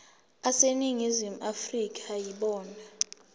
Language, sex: Zulu, female